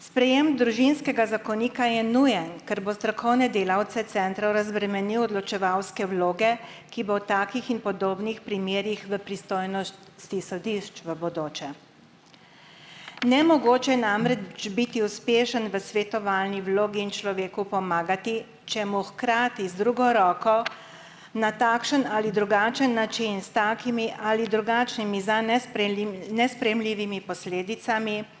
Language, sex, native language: Slovenian, female, Slovenian